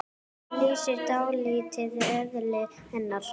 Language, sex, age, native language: Icelandic, female, 9, Icelandic